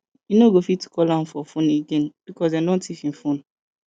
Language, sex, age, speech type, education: Nigerian Pidgin, female, 15-29, spontaneous, tertiary